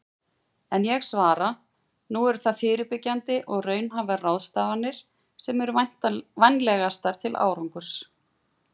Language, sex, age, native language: Icelandic, female, 40-49, Icelandic